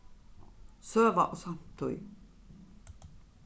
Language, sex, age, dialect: Faroese, female, 36-60, Norðurstreymoy/Eysturoy